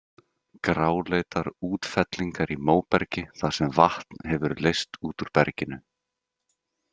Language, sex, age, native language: Icelandic, male, 30-39, Icelandic